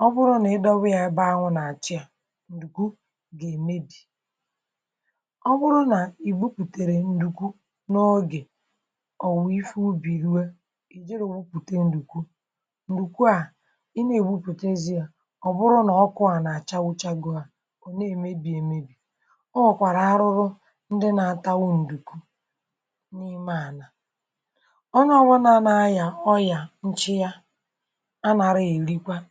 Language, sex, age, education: Igbo, female, 30-45, tertiary